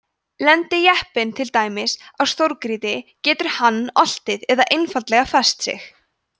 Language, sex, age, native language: Icelandic, female, 20-29, Icelandic